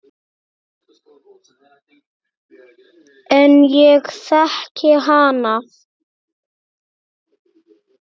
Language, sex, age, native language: Icelandic, male, 6, Icelandic